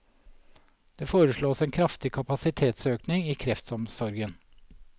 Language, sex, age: Norwegian, male, 47